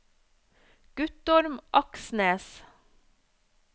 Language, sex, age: Norwegian, female, 34